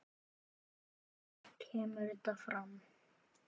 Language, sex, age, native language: Icelandic, male, 9, Icelandic